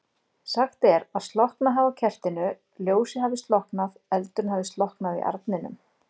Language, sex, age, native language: Icelandic, female, 40-49, Icelandic